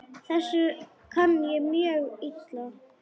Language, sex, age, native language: Icelandic, female, 10, Icelandic